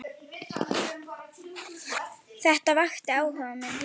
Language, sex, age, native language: Icelandic, female, 9, Icelandic